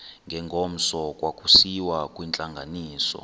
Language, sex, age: Xhosa, male, 23